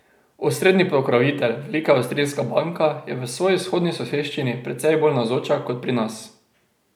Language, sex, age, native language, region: Slovenian, male, 18-29, Slovenian, Drava region